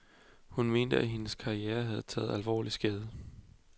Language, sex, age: Danish, male, 20